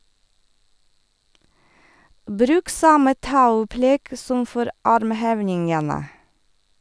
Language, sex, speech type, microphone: Norwegian, female, read, Sennheiser